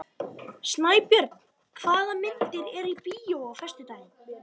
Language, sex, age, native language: Icelandic, female, 50-59, Icelandic